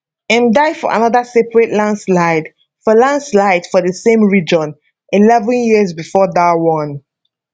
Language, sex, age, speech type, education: Nigerian Pidgin, female, 15-29, spontaneous, tertiary